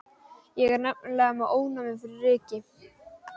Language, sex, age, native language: Icelandic, male, 12, Icelandic